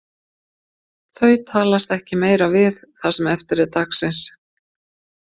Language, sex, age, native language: Icelandic, female, 50-59, Icelandic